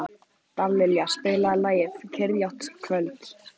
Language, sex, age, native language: Icelandic, female, 14, Icelandic